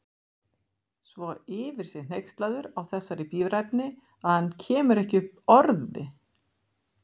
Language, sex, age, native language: Icelandic, female, 50-59, Icelandic